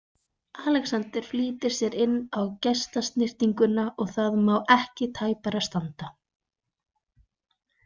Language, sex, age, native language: Icelandic, female, 20-29, Icelandic